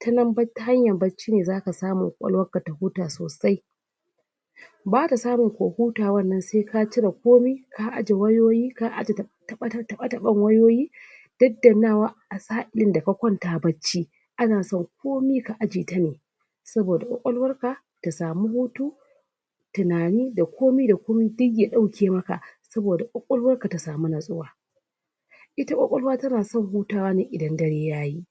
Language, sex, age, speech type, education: Hausa, female, 30-45, spontaneous, tertiary